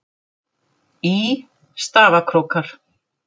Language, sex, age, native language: Icelandic, female, 50-59, Icelandic